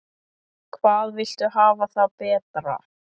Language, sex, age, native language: Icelandic, male, 10, Icelandic